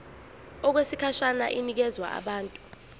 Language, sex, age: Zulu, female, 25